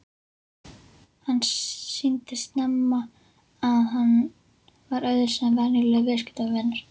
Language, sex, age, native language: Icelandic, female, 11, Icelandic